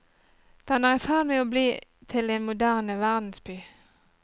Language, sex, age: Norwegian, female, 37